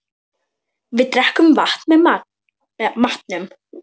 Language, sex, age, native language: Icelandic, female, 10, Icelandic